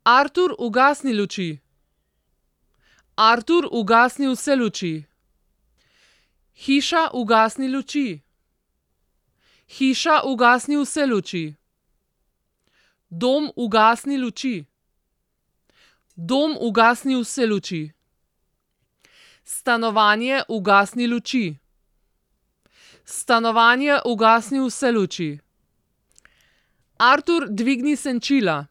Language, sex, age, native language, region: Slovenian, female, 30-49, Slovenian, Southeast Slovenia